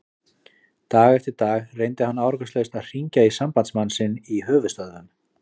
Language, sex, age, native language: Icelandic, male, 40-49, Icelandic